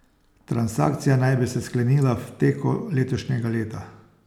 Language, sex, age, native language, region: Slovenian, male, 60+, Slovenian, Posavska region